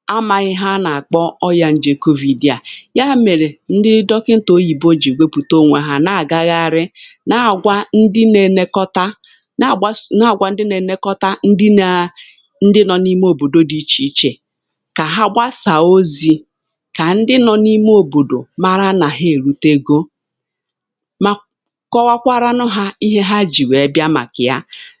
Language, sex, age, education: Igbo, female, 46-60, tertiary